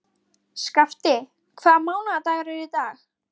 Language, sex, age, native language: Icelandic, female, 13, Icelandic